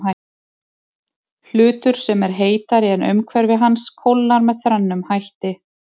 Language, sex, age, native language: Icelandic, female, 30-39, Icelandic